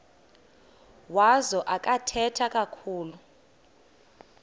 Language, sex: Xhosa, female